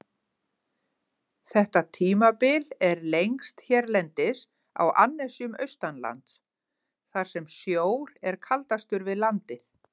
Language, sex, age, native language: Icelandic, female, 50-59, Icelandic